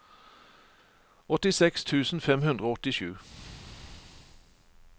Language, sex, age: Norwegian, male, 49